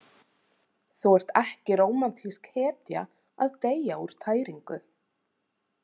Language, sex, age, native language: Icelandic, female, 30-39, Icelandic